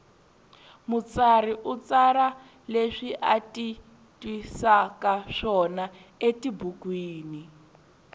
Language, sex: Tsonga, female